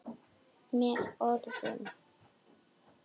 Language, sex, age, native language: Icelandic, male, 7, Icelandic